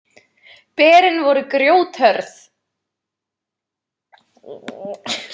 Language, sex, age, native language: Icelandic, female, 20-29, Icelandic